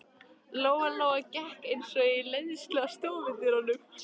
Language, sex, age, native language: Icelandic, female, 13, Icelandic